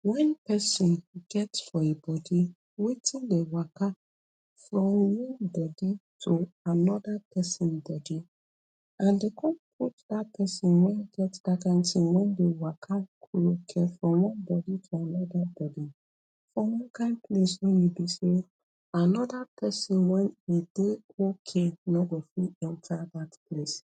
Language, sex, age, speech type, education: Nigerian Pidgin, female, 30-45, spontaneous, tertiary